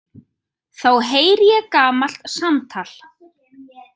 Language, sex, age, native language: Icelandic, female, 30-39, Icelandic